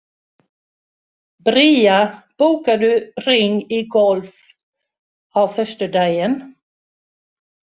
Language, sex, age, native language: Icelandic, female, 60-69, Swedish